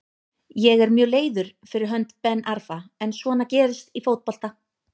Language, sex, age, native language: Icelandic, female, 30-39, Icelandic